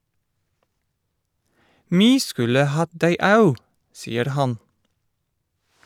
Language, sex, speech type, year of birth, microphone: Norwegian, male, read, 1973, Shure